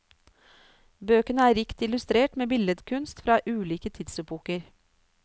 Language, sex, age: Norwegian, female, 49